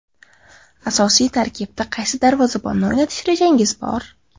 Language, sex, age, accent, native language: Uzbek, female, 18-24, Qashqadaryo, Uzbek